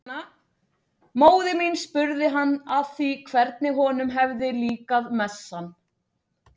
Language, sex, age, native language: Icelandic, female, 40-49, Icelandic